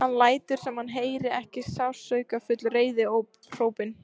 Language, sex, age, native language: Icelandic, female, 14, Icelandic